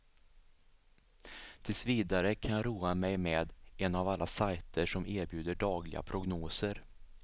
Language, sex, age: Swedish, male, 37